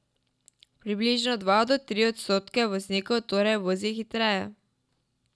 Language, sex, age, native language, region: Slovenian, female, 12-17, Slovenian, Drava region